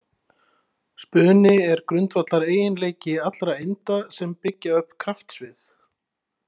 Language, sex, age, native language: Icelandic, male, 30-39, Icelandic